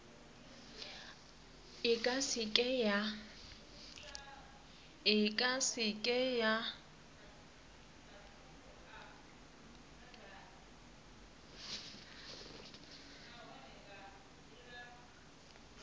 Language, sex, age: Northern Sotho, female, 27